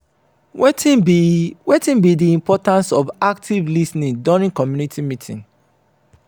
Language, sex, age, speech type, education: Nigerian Pidgin, male, 30-45, spontaneous, tertiary